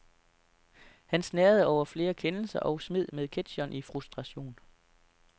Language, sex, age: Danish, male, 33